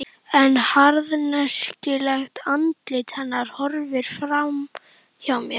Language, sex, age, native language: Icelandic, female, 11, Icelandic